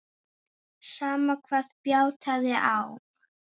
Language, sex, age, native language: Icelandic, female, 8, Icelandic